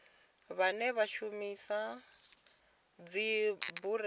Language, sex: Venda, female